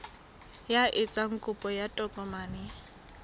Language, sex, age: Southern Sotho, female, 21